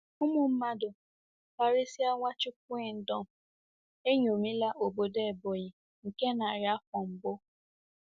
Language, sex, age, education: Igbo, female, 15-29, secondary